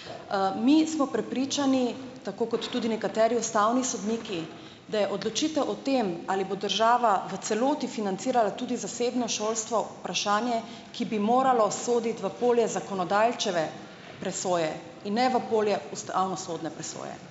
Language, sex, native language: Slovenian, female, Slovenian